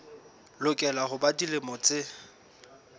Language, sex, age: Southern Sotho, male, 24